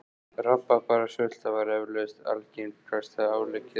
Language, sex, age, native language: Icelandic, male, 14, Icelandic